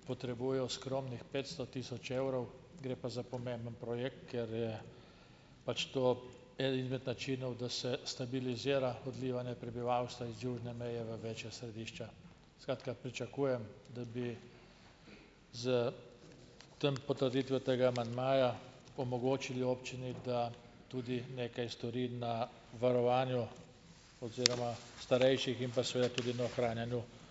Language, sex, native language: Slovenian, male, Slovenian